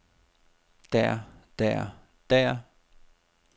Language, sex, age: Danish, male, 30